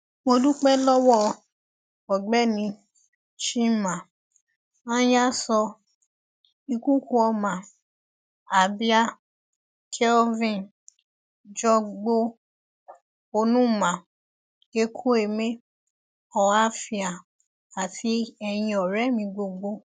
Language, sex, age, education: Yoruba, female, 15-29, tertiary